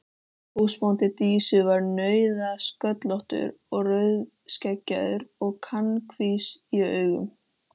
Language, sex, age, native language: Icelandic, female, 13, Icelandic